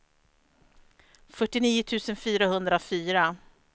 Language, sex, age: Swedish, female, 43